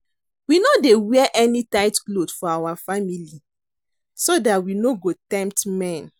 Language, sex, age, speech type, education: Nigerian Pidgin, female, 30-45, read, secondary